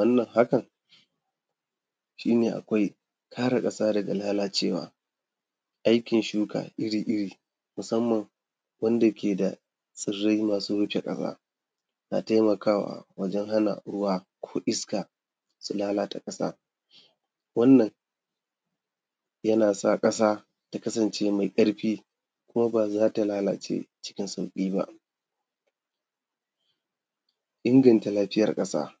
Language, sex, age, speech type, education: Hausa, male, 30-45, spontaneous, tertiary